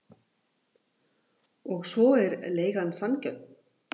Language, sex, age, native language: Icelandic, female, 40-49, Icelandic